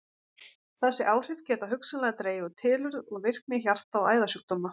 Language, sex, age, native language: Icelandic, female, 40-49, Icelandic